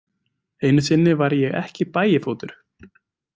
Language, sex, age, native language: Icelandic, male, 20-29, Icelandic